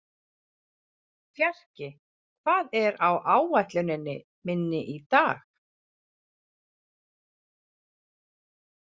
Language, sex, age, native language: Icelandic, female, 40-49, Icelandic